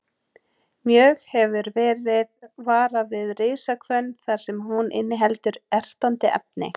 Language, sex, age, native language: Icelandic, female, 30-39, Icelandic